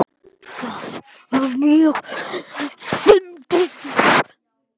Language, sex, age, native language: Icelandic, male, 10, Icelandic